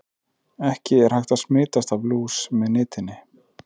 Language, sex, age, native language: Icelandic, male, 30-39, Icelandic